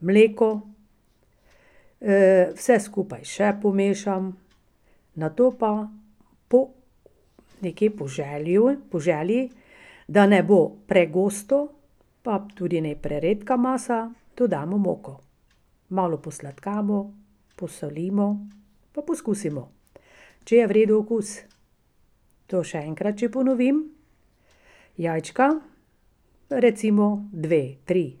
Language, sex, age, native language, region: Slovenian, female, 60+, Slovenian, Pomurje region